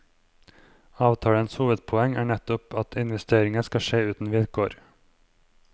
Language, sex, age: Norwegian, male, 23